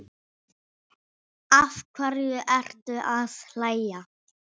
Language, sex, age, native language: Icelandic, male, 6, Icelandic